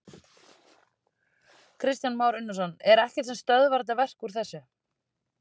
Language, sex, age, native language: Icelandic, female, 30-39, Icelandic